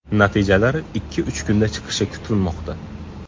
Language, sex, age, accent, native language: Uzbek, male, 18-24, Qashqadaryo, Uzbek